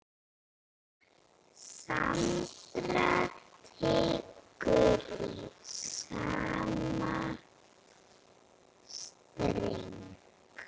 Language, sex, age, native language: Icelandic, female, 9, Icelandic